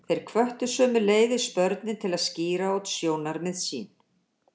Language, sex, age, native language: Icelandic, female, 60-69, Icelandic